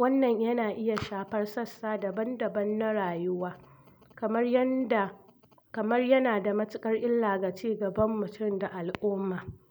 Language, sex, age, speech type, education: Hausa, female, 46-60, spontaneous, tertiary